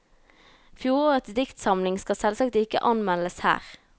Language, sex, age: Norwegian, female, 19